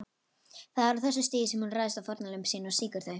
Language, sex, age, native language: Icelandic, female, 18-19, Icelandic